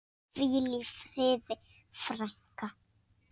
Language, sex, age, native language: Icelandic, female, 6, Icelandic